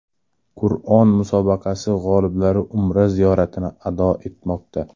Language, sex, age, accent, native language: Uzbek, male, 18-24, Toshkent shahri, Uzbek